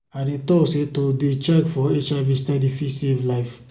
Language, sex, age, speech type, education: Nigerian Pidgin, male, 15-29, spontaneous, tertiary